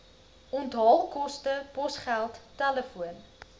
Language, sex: Afrikaans, female